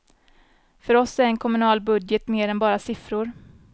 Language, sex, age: Swedish, female, 24